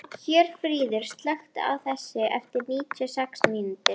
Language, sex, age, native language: Icelandic, female, 12, Icelandic